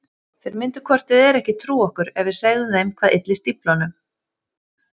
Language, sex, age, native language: Icelandic, female, 30-39, Icelandic